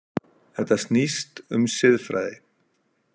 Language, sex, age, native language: Icelandic, male, 40-49, Icelandic